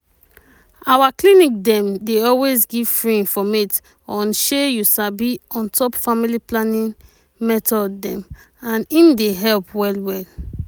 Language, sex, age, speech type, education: Nigerian Pidgin, female, 30-45, spontaneous, tertiary